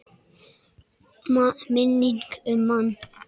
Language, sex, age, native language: Icelandic, male, 10, Icelandic